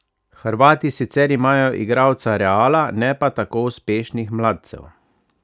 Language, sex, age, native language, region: Slovenian, male, 30-49, Slovenian, Savinja region